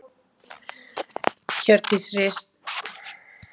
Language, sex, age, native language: Icelandic, female, 40-49, Icelandic